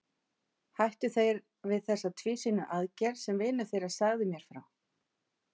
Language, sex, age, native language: Icelandic, female, 50-59, Icelandic